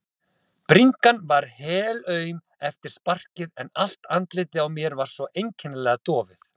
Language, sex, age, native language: Icelandic, male, 30-39, Icelandic